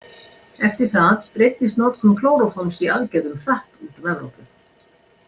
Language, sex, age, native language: Icelandic, female, 60-69, Icelandic